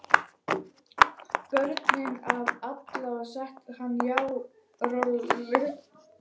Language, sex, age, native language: Icelandic, female, 11, Icelandic